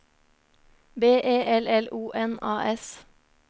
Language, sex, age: Norwegian, female, 30